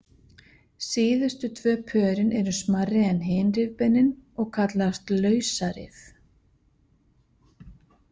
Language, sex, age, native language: Icelandic, female, 50-59, Icelandic